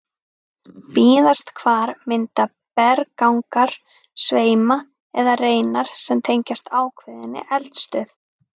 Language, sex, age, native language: Icelandic, female, 30-39, Icelandic